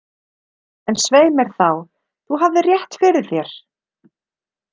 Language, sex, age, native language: Icelandic, female, 30-39, Icelandic